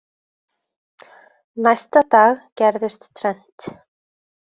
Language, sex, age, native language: Icelandic, female, 20-29, Icelandic